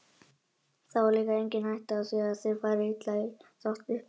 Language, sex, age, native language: Icelandic, male, 18-19, Icelandic